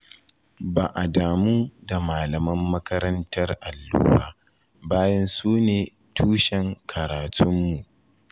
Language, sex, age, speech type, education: Hausa, male, 15-29, spontaneous, tertiary